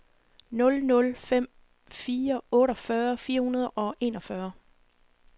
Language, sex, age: Danish, female, 40